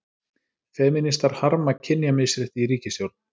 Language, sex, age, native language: Icelandic, male, 30-39, Icelandic